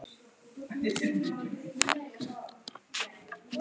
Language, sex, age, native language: Icelandic, male, 12, Icelandic